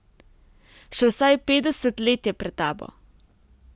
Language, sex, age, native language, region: Slovenian, female, 18-29, Slovenian, Primorsko-notranjska region